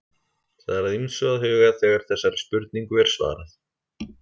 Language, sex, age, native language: Icelandic, male, 30-39, Icelandic